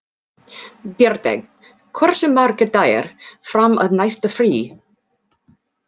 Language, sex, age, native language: Icelandic, female, 40-49, English